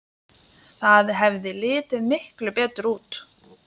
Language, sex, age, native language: Icelandic, female, 20-29, Lithuanian